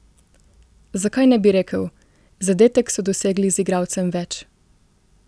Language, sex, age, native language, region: Slovenian, female, 18-29, Slovenian, Gorica region